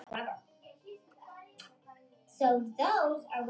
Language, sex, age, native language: Icelandic, male, 10, Icelandic